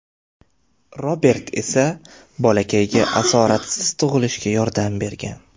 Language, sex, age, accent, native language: Uzbek, male, 18-24, Toshkent shahri, Uzbek